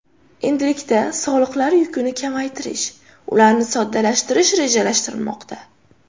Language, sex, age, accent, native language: Uzbek, female, under 19, Toshkent shahri, Uzbek